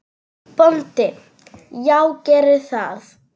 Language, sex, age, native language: Icelandic, female, 9, Serbo-Croatian